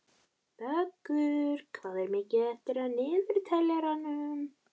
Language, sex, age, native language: Icelandic, female, 12, Icelandic